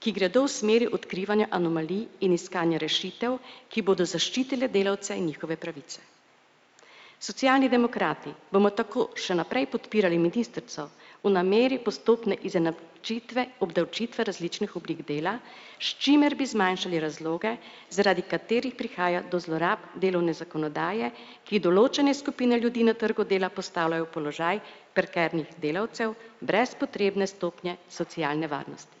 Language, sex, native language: Slovenian, female, Slovenian